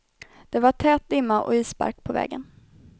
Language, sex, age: Swedish, female, 21